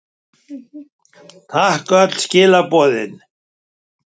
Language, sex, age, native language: Icelandic, male, 70-79, Icelandic